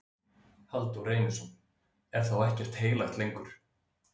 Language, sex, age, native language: Icelandic, male, 30-39, Icelandic